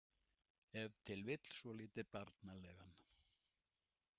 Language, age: Icelandic, 70-79